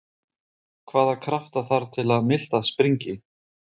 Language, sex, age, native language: Icelandic, male, 30-39, Icelandic